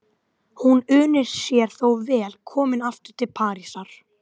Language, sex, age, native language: Icelandic, female, 12, Icelandic